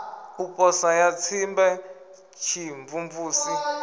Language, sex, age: Venda, male, 25